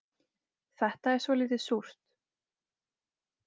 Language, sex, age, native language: Icelandic, female, 20-29, Icelandic